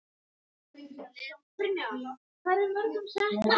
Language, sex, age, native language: Icelandic, female, 13, Icelandic